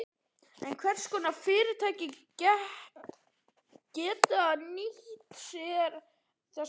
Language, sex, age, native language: Icelandic, male, 11, Icelandic